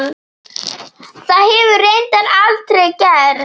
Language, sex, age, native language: Icelandic, female, 8, Icelandic